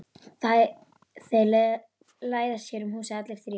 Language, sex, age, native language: Icelandic, female, 12, Icelandic